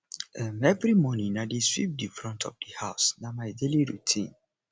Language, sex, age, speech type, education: Nigerian Pidgin, male, 30-45, spontaneous, tertiary